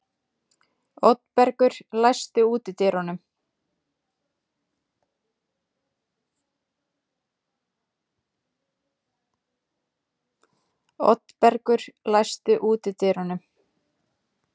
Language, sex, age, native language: Icelandic, female, 30-39, Icelandic